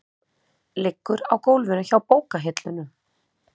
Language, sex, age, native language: Icelandic, female, 30-39, Icelandic